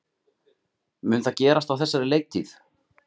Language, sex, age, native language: Icelandic, male, 30-39, Icelandic